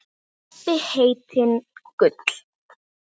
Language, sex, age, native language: Icelandic, female, 9, Icelandic